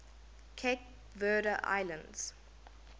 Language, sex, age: English, female, 19